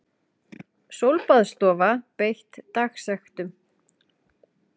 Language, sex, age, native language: Icelandic, female, 40-49, Icelandic